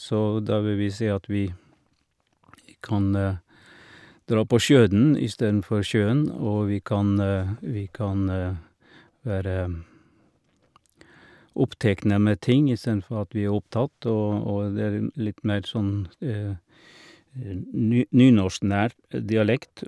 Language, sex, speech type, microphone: Norwegian, male, spontaneous, Shure